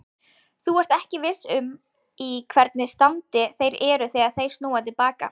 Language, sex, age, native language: Icelandic, female, 20-29, Icelandic